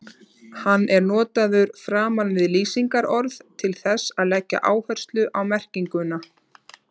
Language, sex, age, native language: Icelandic, female, 30-39, Icelandic